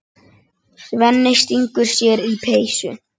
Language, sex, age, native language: Icelandic, male, 9, Icelandic